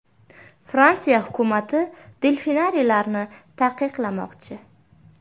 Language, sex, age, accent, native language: Uzbek, female, 18-24, Buxoro, Uzbek